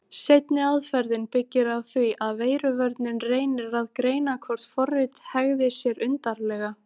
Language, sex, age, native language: Icelandic, female, 18-19, Icelandic